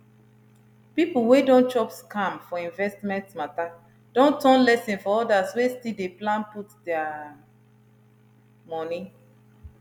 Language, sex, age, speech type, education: Nigerian Pidgin, female, 30-45, spontaneous, tertiary